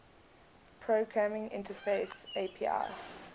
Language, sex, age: English, female, 21